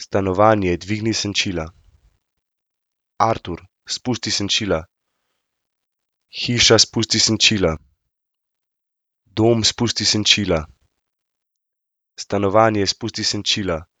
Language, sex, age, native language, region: Slovenian, male, 18-29, Slovenian, Central Slovenia